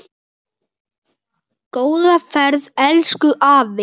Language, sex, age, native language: Icelandic, male, 8, Icelandic